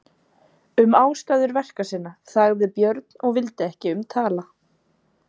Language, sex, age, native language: Icelandic, female, 20-29, Icelandic